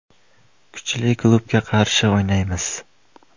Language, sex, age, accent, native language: Uzbek, male, under 19, Andijon, Uzbek